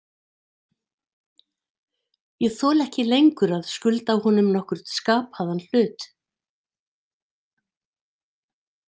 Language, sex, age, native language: Icelandic, female, 60-69, Icelandic